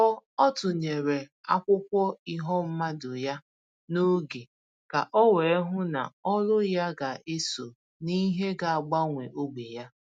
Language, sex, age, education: Igbo, female, 15-29, tertiary